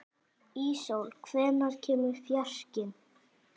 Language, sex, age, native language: Icelandic, female, 40-49, Icelandic